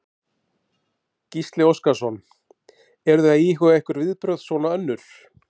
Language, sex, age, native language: Icelandic, male, 50-59, Icelandic